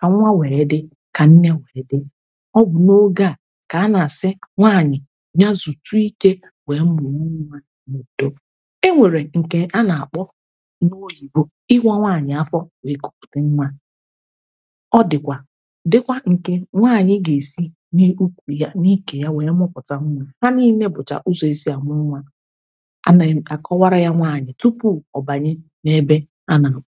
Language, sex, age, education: Igbo, female, 30-45, tertiary